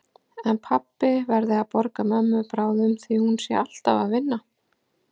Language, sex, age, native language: Icelandic, female, 40-49, Icelandic